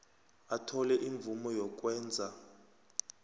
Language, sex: South Ndebele, male